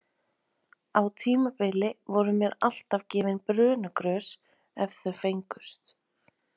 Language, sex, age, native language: Icelandic, female, 30-39, Icelandic